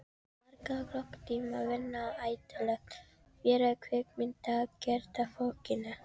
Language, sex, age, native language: Icelandic, female, 13, Filipino